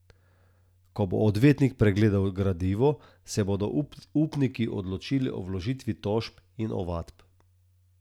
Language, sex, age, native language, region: Slovenian, male, 30-49, Slovenian, Southeast Slovenia